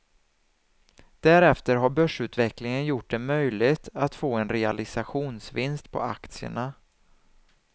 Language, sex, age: Swedish, male, 27